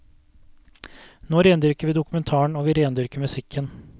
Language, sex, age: Norwegian, male, 32